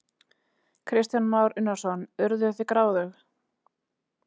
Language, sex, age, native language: Icelandic, female, 30-39, Icelandic